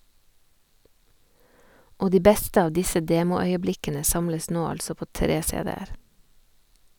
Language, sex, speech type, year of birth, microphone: Norwegian, female, read, 1978, Sennheiser